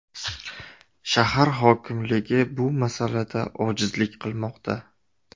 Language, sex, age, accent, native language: Uzbek, male, 18-24, Samarqand, Uzbek